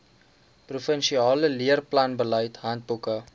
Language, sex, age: Afrikaans, male, 19